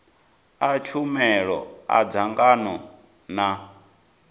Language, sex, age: Venda, male, 19